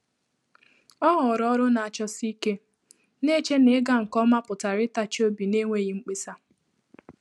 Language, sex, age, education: Igbo, female, 15-29, tertiary